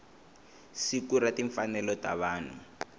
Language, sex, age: Tsonga, male, 21